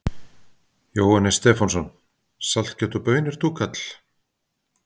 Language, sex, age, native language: Icelandic, male, 50-59, Icelandic